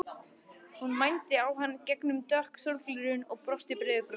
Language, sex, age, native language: Icelandic, male, 18-19, Icelandic